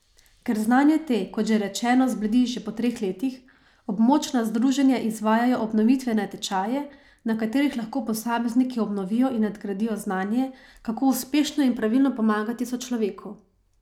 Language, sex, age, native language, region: Slovenian, female, 30-49, Slovenian, Savinja region